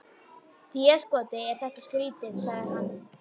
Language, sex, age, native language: Icelandic, female, 12, Icelandic